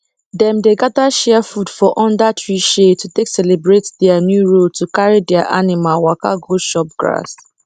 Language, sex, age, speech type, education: Nigerian Pidgin, female, 30-45, spontaneous, tertiary